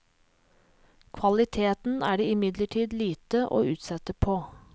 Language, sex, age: Norwegian, female, 37